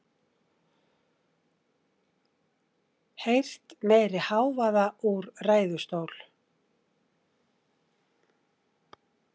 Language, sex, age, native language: Icelandic, female, 60-69, Icelandic